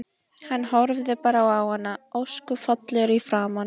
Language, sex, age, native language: Icelandic, female, 11, Icelandic